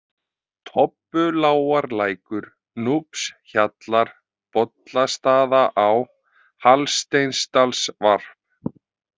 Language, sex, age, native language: Icelandic, male, 30-39, Icelandic